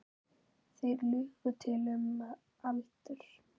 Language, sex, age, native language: Icelandic, female, 9, Icelandic